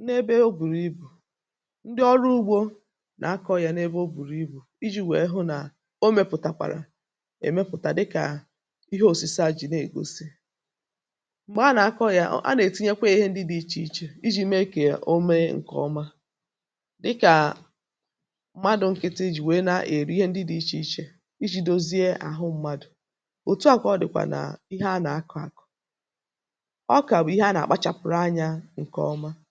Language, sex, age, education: Igbo, female, 30-45, tertiary